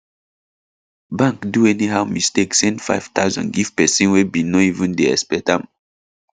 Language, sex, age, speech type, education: Nigerian Pidgin, male, 15-29, spontaneous, tertiary